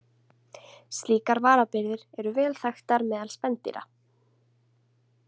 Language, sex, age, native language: Icelandic, female, 20-29, Icelandic